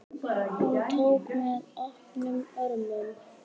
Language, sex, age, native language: Icelandic, male, 10, Icelandic